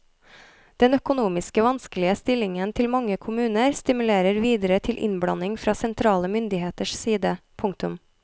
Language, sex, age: Norwegian, female, 33